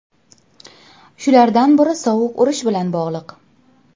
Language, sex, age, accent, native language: Uzbek, female, 18-24, Andijon, Uzbek